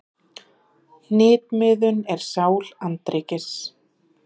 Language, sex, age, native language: Icelandic, female, 30-39, Icelandic